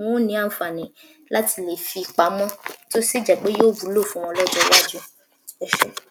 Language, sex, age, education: Yoruba, female, 46-60, tertiary